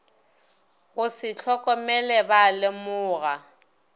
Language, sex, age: Northern Sotho, female, 22